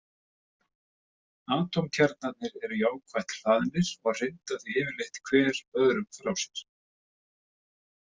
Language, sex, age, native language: Icelandic, male, 50-59, Icelandic